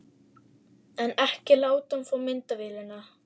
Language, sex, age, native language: Icelandic, female, 11, Icelandic